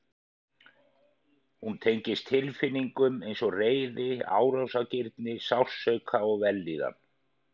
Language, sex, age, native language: Icelandic, male, 50-59, Icelandic